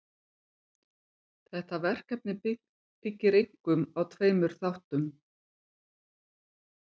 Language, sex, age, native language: Icelandic, female, 50-59, Icelandic